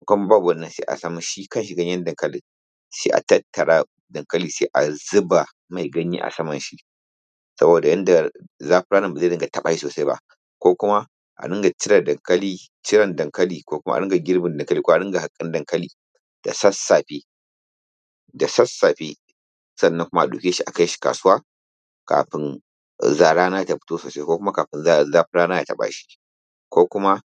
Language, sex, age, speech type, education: Hausa, female, 30-45, spontaneous, tertiary